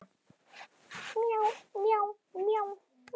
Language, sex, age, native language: Icelandic, male, 12, Icelandic